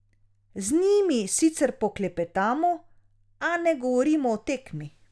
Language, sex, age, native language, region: Slovenian, female, 30-49, Slovenian, Drava region